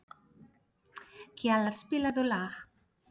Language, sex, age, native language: Icelandic, female, 30-39, Polish